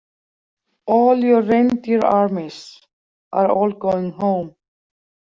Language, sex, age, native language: Icelandic, female, 40-49, Icelandic